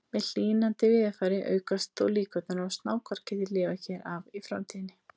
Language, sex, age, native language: Icelandic, female, 30-39, Icelandic